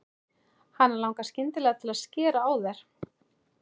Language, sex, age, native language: Icelandic, male, 11, Icelandic